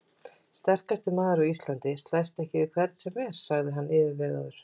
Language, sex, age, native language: Icelandic, female, 20-29, Icelandic